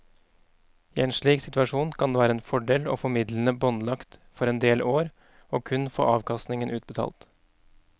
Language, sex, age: Norwegian, male, 31